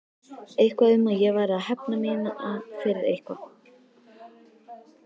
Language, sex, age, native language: Icelandic, female, 13, Icelandic